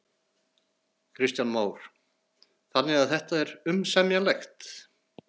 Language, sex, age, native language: Icelandic, male, 40-49, Icelandic